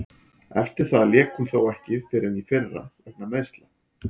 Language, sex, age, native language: Icelandic, male, 40-49, Icelandic